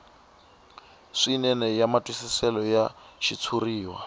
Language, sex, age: Tsonga, male, 25